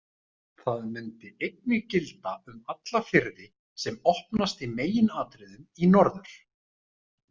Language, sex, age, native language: Icelandic, male, 30-39, Icelandic